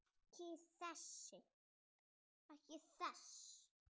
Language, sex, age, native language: Icelandic, male, 6, Icelandic